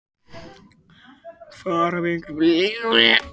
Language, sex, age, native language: Icelandic, male, 18-19, Icelandic